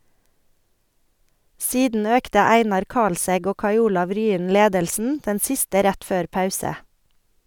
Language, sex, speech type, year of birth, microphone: Norwegian, female, read, 1973, Sennheiser